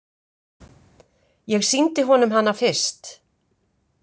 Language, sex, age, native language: Icelandic, female, 50-59, Icelandic